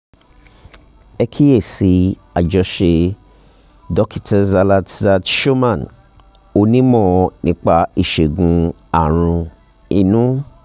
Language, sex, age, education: Yoruba, male, 30-45, tertiary